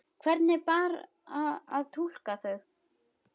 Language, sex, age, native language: Icelandic, female, 10, Icelandic